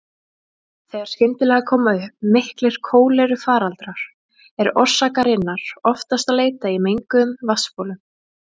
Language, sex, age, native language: Icelandic, female, 20-29, Icelandic